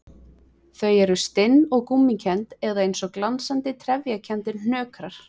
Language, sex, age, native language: Icelandic, female, 20-29, Icelandic